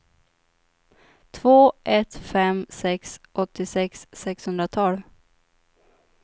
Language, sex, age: Swedish, female, 25